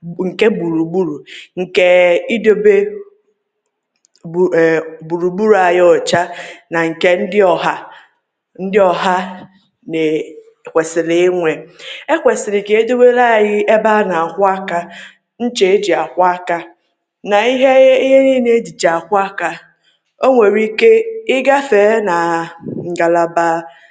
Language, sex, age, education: Igbo, female, 30-45, tertiary